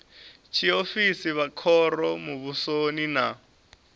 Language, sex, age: Venda, male, 24